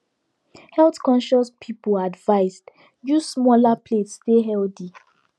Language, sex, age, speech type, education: Nigerian Pidgin, female, 15-29, spontaneous, tertiary